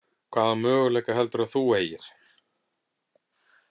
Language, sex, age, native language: Icelandic, male, 50-59, Icelandic